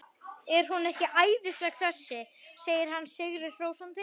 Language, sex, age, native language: Icelandic, male, 12, Icelandic